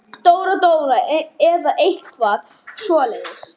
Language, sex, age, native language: Icelandic, male, 18-19, Icelandic